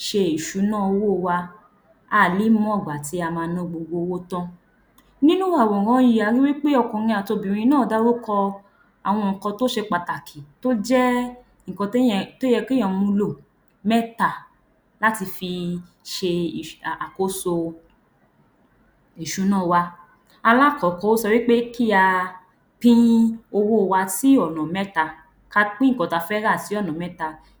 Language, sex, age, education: Yoruba, female, 15-29, tertiary